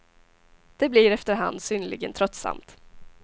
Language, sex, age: Swedish, female, 18